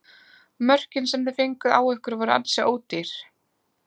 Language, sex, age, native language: Icelandic, female, 20-29, Icelandic